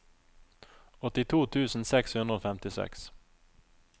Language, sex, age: Norwegian, male, 27